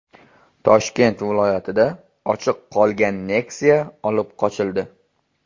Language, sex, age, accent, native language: Uzbek, male, 18-24, Qashqadaryo, Uzbek